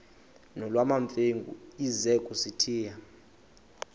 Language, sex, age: Xhosa, male, 22